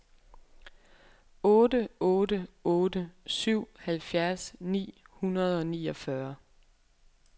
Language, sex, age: Danish, female, 23